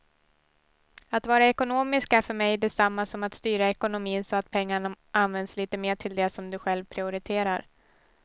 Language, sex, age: Swedish, female, 18